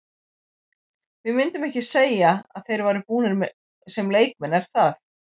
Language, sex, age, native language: Icelandic, female, 40-49, Icelandic